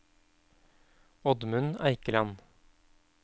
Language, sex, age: Norwegian, male, 31